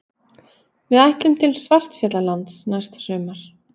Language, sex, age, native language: Icelandic, female, 30-39, Icelandic